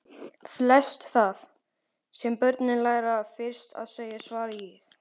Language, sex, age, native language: Icelandic, male, 12, Icelandic